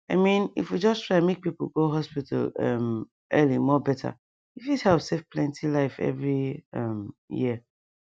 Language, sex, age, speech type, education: Nigerian Pidgin, female, 15-29, spontaneous, tertiary